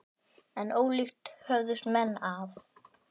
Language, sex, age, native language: Icelandic, female, 10, Icelandic